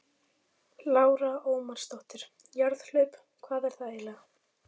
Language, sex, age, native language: Icelandic, female, 15, Icelandic